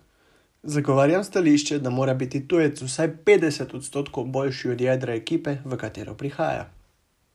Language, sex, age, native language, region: Slovenian, male, 18-29, Slovenian, Savinja region